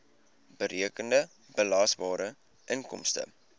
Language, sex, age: Afrikaans, male, 20